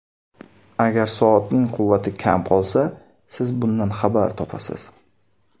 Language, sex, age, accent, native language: Uzbek, male, 19-29, Samarqand, Uzbek